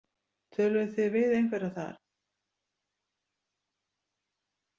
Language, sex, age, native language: Icelandic, female, 60-69, Icelandic